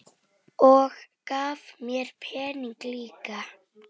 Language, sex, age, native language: Icelandic, female, 10, Icelandic